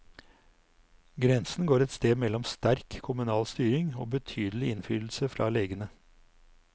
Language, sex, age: Norwegian, male, 59